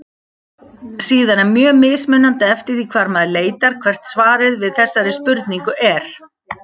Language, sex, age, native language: Icelandic, female, 40-49, Icelandic